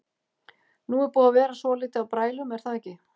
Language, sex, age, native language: Icelandic, female, 50-59, Icelandic